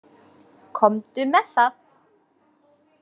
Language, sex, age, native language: Icelandic, female, 20-29, Icelandic